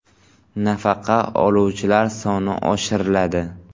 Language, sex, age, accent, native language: Uzbek, male, 18-24, Buxoro, Uzbek